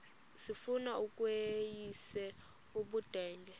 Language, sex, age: Xhosa, female, 26